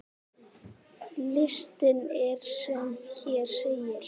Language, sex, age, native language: Icelandic, male, 10, Icelandic